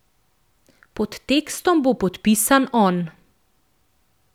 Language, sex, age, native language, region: Slovenian, female, 18-29, Slovenian, Central Slovenia